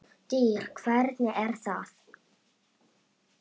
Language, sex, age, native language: Icelandic, male, 8, Icelandic